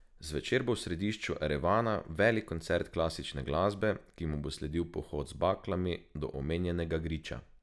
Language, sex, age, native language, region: Slovenian, male, 18-29, Slovenian, Drava region